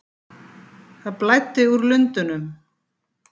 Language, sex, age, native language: Icelandic, female, 50-59, Icelandic